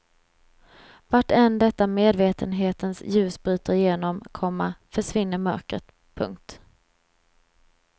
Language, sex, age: Swedish, female, 26